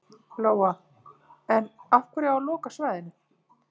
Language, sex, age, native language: Icelandic, female, 50-59, Icelandic